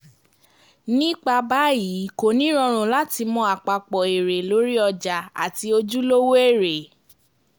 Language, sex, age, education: Yoruba, female, 15-29, tertiary